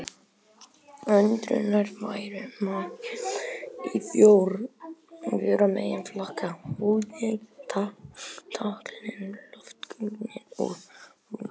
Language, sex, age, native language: Icelandic, male, 18-19, Icelandic